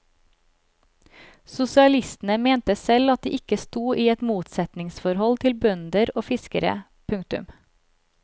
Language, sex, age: Norwegian, female, 36